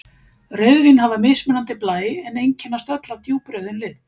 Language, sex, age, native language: Icelandic, female, 50-59, Icelandic